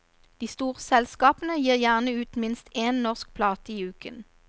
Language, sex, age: Norwegian, female, 29